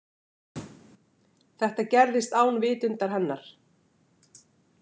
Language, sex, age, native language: Icelandic, female, 50-59, Icelandic